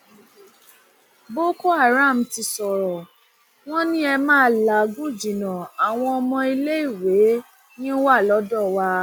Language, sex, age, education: Yoruba, female, 30-45, tertiary